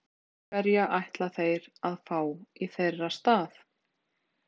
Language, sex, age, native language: Icelandic, female, 40-49, Icelandic